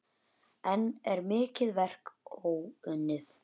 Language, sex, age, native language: Icelandic, male, 10, Icelandic